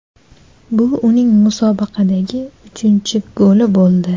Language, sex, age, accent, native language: Uzbek, female, 19-29, Farg'ona, Uzbek